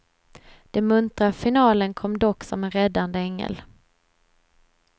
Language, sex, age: Swedish, female, 26